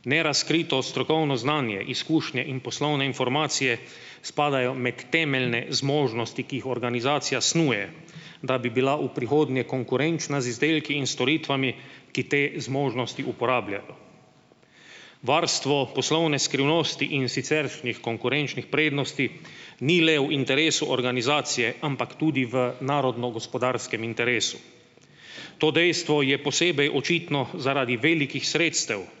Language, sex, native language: Slovenian, male, Slovenian